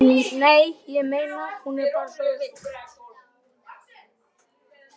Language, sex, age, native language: Icelandic, male, 12, Icelandic